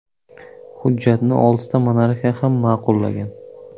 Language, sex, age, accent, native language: Uzbek, male, 18-24, Surxondaryo, Uzbek